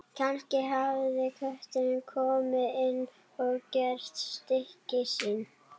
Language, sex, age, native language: Icelandic, female, 12, Icelandic